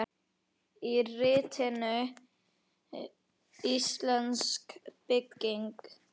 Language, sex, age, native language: Icelandic, male, 9, Icelandic